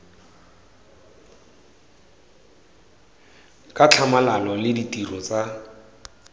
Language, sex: Tswana, male